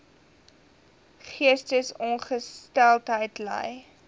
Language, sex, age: Afrikaans, female, 19